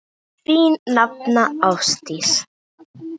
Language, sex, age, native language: Icelandic, female, 9, Icelandic